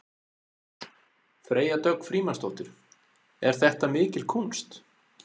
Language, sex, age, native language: Icelandic, male, 40-49, Icelandic